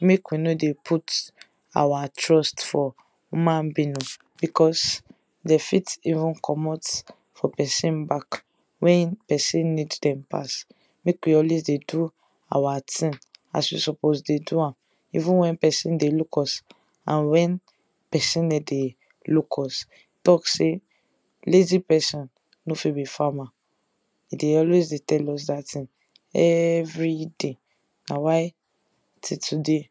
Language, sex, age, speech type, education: Nigerian Pidgin, female, 15-29, spontaneous, tertiary